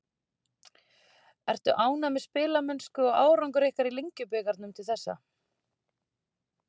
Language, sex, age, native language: Icelandic, female, 30-39, Icelandic